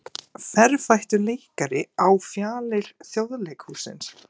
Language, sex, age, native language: Icelandic, male, 18-19, Icelandic